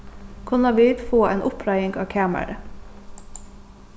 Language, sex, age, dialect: Faroese, female, 36-60, Suðurstreymoy